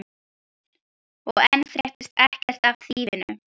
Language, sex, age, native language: Icelandic, female, 12, Icelandic